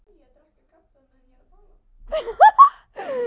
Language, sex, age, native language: Icelandic, female, 15, Icelandic